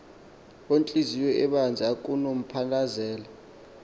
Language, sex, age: Xhosa, male, 19